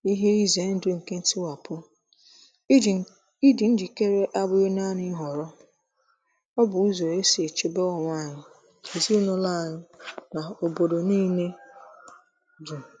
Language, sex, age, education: Igbo, female, 15-29, tertiary